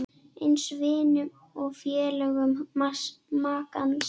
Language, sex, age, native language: Icelandic, female, 10, Icelandic